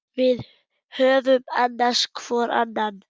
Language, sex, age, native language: Icelandic, male, 8, German